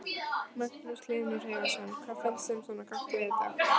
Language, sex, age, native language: Icelandic, female, 14, Icelandic